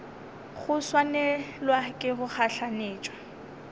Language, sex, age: Northern Sotho, female, 20